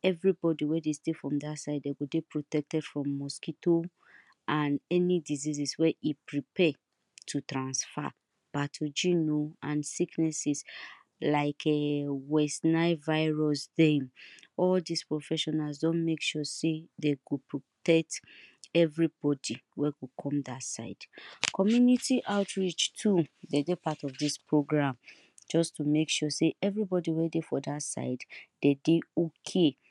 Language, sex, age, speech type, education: Nigerian Pidgin, female, 30-45, spontaneous, tertiary